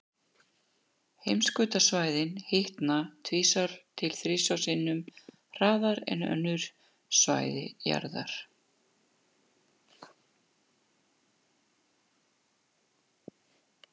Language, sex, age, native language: Icelandic, female, 60-69, Icelandic